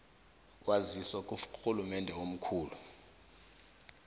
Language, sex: South Ndebele, male